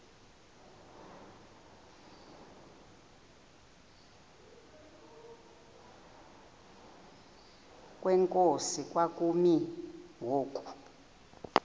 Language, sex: Xhosa, female